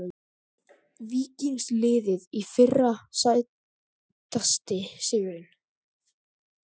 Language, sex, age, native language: Icelandic, male, 13, Icelandic